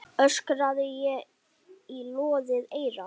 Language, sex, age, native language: Icelandic, male, 10, Icelandic